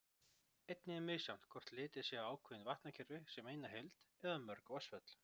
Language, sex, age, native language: Icelandic, male, 30-39, Icelandic